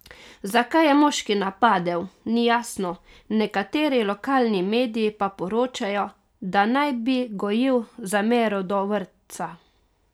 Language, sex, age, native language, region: Slovenian, female, 30-49, Slovenian, Carinthia region